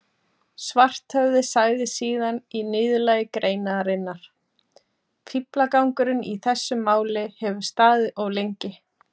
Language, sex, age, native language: Icelandic, female, 40-49, Icelandic